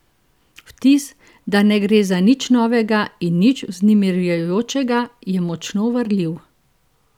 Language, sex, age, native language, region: Slovenian, female, 50-59, Slovenian, Central Slovenia